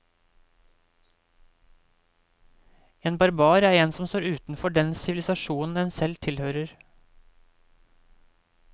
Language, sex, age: Norwegian, male, 28